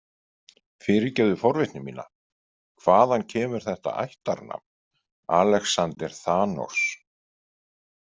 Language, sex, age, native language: Icelandic, male, 50-59, Icelandic